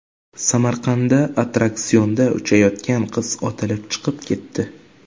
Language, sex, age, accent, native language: Uzbek, male, 18-24, Jizzax, Uzbek